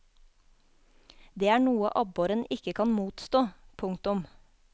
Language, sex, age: Norwegian, female, 24